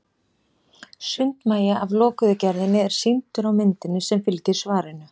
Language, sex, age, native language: Icelandic, female, 30-39, Icelandic